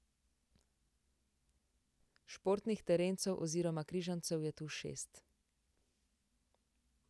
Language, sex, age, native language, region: Slovenian, female, 18-29, Slovenian, Central Slovenia